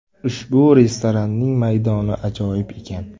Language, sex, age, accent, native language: Uzbek, male, 18-24, Samarqand, Uzbek